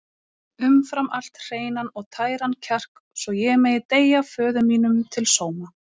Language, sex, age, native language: Icelandic, female, 30-39, Icelandic